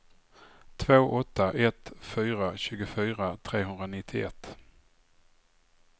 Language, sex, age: Swedish, male, 44